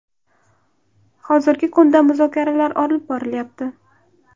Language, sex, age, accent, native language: Uzbek, female, 18-24, Toshkent shahri, Uzbek